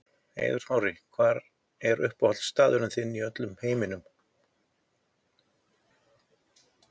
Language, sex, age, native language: Icelandic, male, 50-59, Icelandic